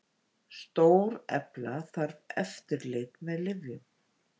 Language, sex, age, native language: Icelandic, female, 50-59, Icelandic